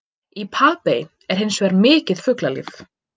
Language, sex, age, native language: Icelandic, female, 20-29, Icelandic